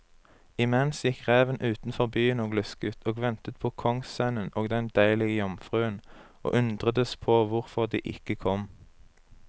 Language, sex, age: Norwegian, male, 23